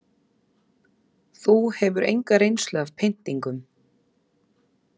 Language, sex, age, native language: Icelandic, female, 30-39, Icelandic